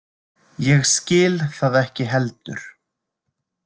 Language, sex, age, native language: Icelandic, male, 20-29, Icelandic